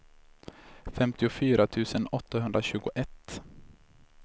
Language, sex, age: Swedish, male, 26